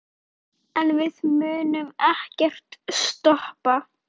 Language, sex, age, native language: Icelandic, female, 9, Icelandic